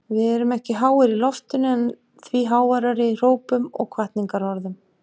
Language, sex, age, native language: Icelandic, female, 50-59, Icelandic